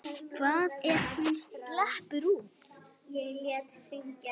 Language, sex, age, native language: Icelandic, female, 9, Icelandic